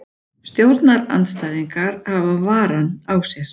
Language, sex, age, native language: Icelandic, female, 40-49, Icelandic